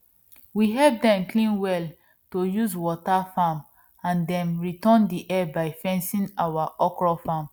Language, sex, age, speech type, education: Nigerian Pidgin, female, 15-29, spontaneous, tertiary